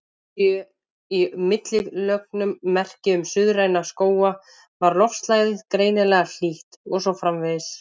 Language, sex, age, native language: Icelandic, female, 50-59, Icelandic